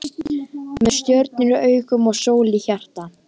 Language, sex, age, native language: Icelandic, male, 12, Icelandic